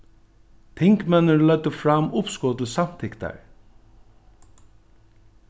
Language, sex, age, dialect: Faroese, male, 61+, Norðuroyggjar